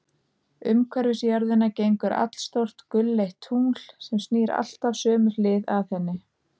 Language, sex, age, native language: Icelandic, female, 30-39, Icelandic